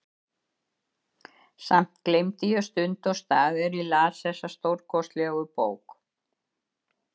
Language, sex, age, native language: Icelandic, female, 70-79, Icelandic